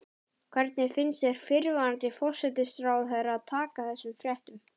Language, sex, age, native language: Icelandic, male, 12, Icelandic